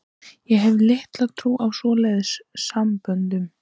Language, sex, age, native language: Icelandic, female, 14, Icelandic